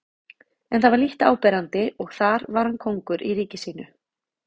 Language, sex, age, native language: Icelandic, female, 30-39, Icelandic